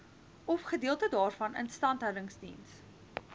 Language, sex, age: Afrikaans, female, 19